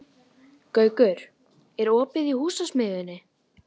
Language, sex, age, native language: Icelandic, female, 12, Icelandic